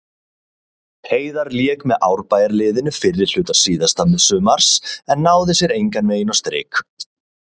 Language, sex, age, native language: Icelandic, male, 30-39, Icelandic